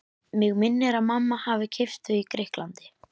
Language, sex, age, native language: Icelandic, female, 11, Icelandic